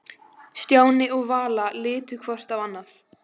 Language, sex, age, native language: Icelandic, female, 14, Icelandic